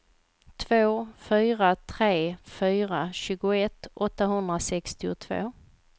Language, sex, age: Swedish, female, 38